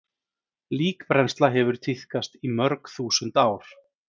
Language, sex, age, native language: Icelandic, male, 30-39, Icelandic